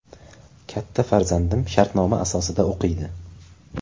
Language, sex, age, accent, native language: Uzbek, male, 18-24, Qashqadaryo, Uzbek